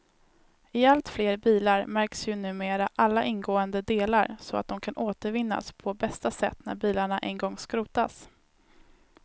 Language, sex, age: Swedish, female, 19